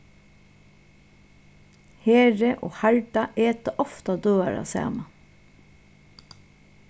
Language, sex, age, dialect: Faroese, female, 36-60, Suðuroy